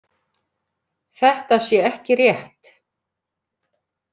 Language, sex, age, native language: Icelandic, female, 50-59, Icelandic